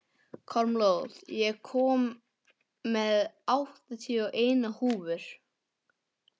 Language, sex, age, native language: Icelandic, male, 11, English